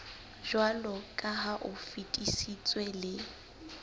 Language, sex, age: Southern Sotho, female, 19